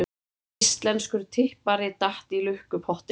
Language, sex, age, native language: Icelandic, female, 30-39, Icelandic